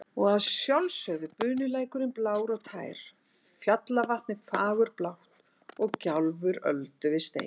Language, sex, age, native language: Icelandic, female, 60-69, Icelandic